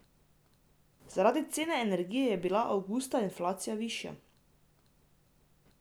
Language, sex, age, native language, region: Slovenian, female, 18-29, Slovenian, Drava region